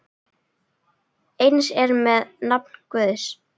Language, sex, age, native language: Icelandic, female, 9, Icelandic